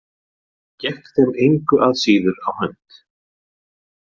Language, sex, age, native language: Icelandic, male, 40-49, Icelandic